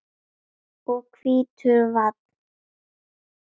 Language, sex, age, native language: Icelandic, female, 10, Icelandic